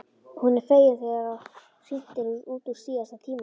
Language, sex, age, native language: Icelandic, female, 11, Icelandic